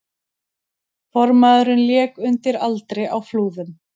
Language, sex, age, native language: Icelandic, female, 30-39, Icelandic